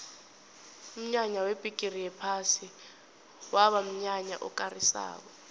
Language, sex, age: South Ndebele, female, 21